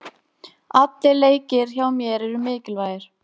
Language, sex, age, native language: Icelandic, female, 18-19, Icelandic